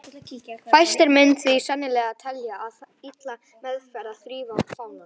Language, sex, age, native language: Icelandic, female, 18-19, Icelandic